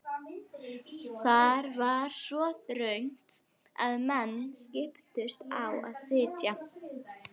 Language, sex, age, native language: Icelandic, female, 11, Icelandic